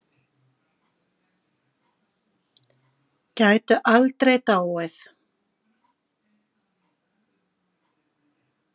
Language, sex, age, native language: Icelandic, female, 50-59, Icelandic